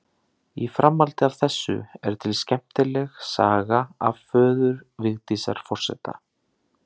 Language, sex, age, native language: Icelandic, male, 30-39, Icelandic